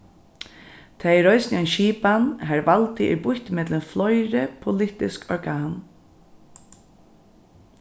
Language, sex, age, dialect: Faroese, female, 36-60, Norðurstreymoy/Eysturoy